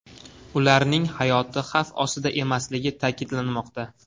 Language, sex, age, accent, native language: Uzbek, male, 18-24, Farg'ona, Uzbek